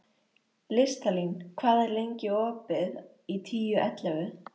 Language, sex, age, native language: Icelandic, female, 13, Icelandic